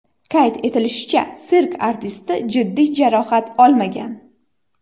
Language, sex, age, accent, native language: Uzbek, female, 18-24, Xorazm, Uzbek